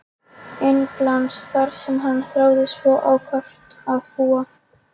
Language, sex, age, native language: Icelandic, female, 13, Polish